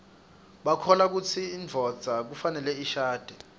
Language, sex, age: Swati, male, 25